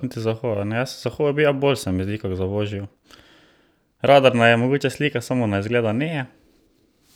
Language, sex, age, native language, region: Slovenian, male, 18-29, Slovenian, Drava region